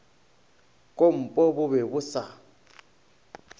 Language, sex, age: Northern Sotho, male, 22